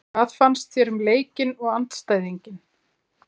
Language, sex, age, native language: Icelandic, female, 40-49, Icelandic